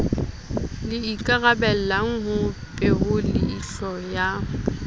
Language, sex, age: Southern Sotho, female, 30